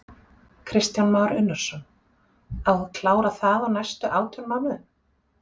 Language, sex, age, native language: Icelandic, female, 40-49, Icelandic